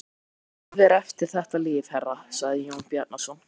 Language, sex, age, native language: Icelandic, male, 13, Icelandic